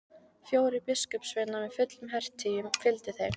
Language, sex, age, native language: Icelandic, female, 15, Icelandic